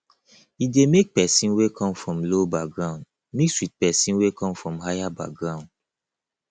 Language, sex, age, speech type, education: Nigerian Pidgin, male, 30-45, spontaneous, tertiary